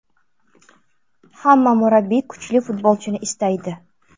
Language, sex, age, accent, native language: Uzbek, female, 19-29, Surxondaryo, Uzbek